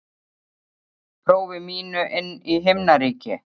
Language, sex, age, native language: Icelandic, female, 30-39, Icelandic